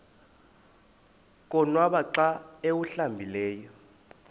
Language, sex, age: Xhosa, male, 20